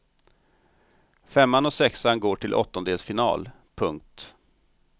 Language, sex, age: Swedish, male, 45